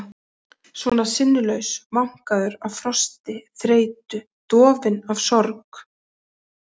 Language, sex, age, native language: Icelandic, female, 40-49, Icelandic